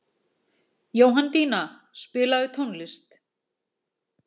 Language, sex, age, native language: Icelandic, female, 40-49, Icelandic